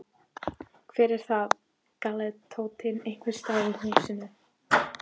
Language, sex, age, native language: Icelandic, female, 12, Icelandic